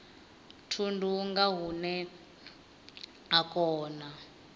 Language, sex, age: Venda, female, 20